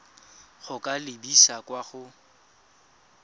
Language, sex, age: Tswana, male, 25